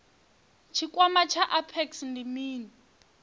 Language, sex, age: Venda, female, 23